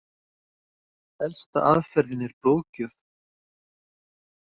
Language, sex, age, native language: Icelandic, male, 50-59, Icelandic